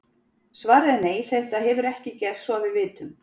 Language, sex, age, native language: Icelandic, female, 40-49, Icelandic